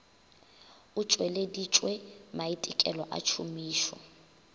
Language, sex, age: Northern Sotho, female, 22